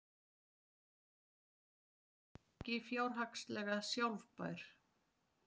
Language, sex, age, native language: Icelandic, female, 40-49, Icelandic